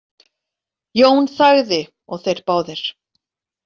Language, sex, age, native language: Icelandic, female, 40-49, Icelandic